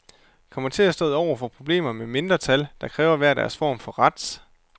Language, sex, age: Danish, male, 29